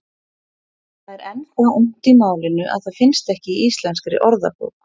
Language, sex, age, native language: Icelandic, female, 40-49, Icelandic